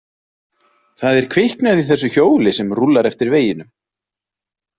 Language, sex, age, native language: Icelandic, male, 30-39, Icelandic